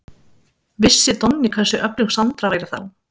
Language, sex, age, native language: Icelandic, female, 30-39, Icelandic